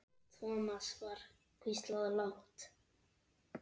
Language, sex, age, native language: Icelandic, male, 8, Icelandic